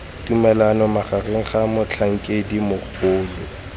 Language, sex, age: Tswana, male, 18